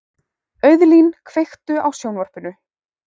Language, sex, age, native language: Icelandic, female, 18-19, Icelandic